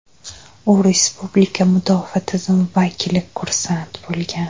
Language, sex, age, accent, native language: Uzbek, female, 25-34, Jizzax, Uzbek